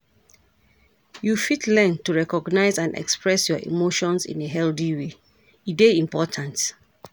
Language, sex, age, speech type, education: Nigerian Pidgin, female, 46-60, read, tertiary